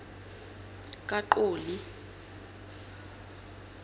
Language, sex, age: South Ndebele, female, 23